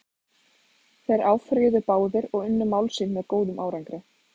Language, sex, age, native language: Icelandic, female, 20-29, Icelandic